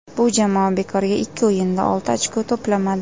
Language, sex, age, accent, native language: Uzbek, female, 18-24, Jizzax, Uzbek